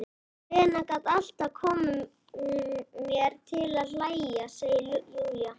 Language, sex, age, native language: Icelandic, male, 11, Icelandic